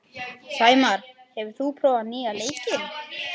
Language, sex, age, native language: Icelandic, male, 12, Icelandic